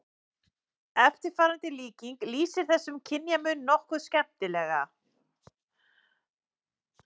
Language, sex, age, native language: Icelandic, male, 11, Icelandic